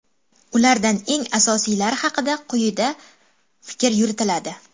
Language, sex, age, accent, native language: Uzbek, female, 18-24, Toshkent shahri, Uzbek